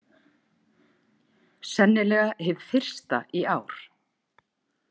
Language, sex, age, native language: Icelandic, female, 50-59, Icelandic